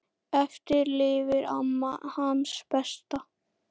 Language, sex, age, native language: Icelandic, male, 10, Icelandic